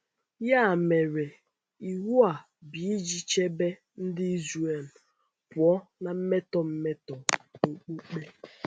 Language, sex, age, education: Igbo, female, 15-29, secondary